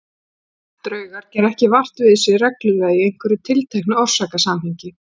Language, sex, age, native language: Icelandic, female, 40-49, Icelandic